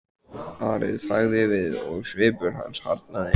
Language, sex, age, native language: Icelandic, male, 14, Icelandic